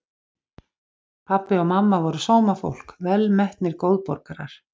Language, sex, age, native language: Icelandic, female, 50-59, Icelandic